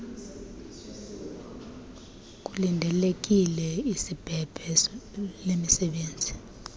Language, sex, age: Xhosa, female, 23